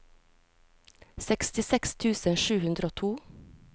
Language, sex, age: Norwegian, female, 36